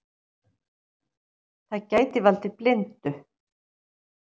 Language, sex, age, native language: Icelandic, female, 60-69, Icelandic